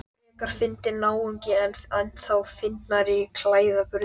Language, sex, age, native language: Icelandic, male, 12, Icelandic